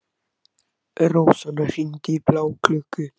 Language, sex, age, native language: Icelandic, male, 12, Icelandic